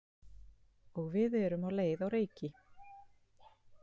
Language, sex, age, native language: Icelandic, female, 40-49, Icelandic